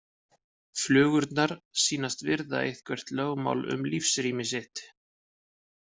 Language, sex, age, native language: Icelandic, male, 50-59, Icelandic